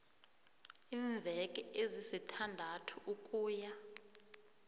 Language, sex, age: South Ndebele, female, 21